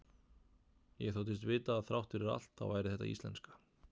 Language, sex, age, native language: Icelandic, male, 30-39, Icelandic